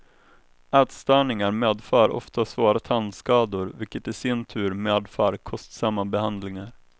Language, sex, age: Swedish, male, 21